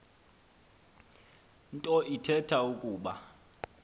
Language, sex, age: Xhosa, male, 23